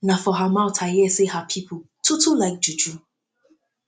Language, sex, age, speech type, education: Nigerian Pidgin, female, 15-29, spontaneous, tertiary